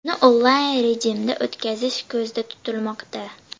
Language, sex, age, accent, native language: Uzbek, female, 12-17, Andijon, Uzbek